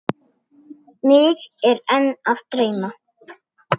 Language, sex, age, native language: Icelandic, male, 8, Icelandic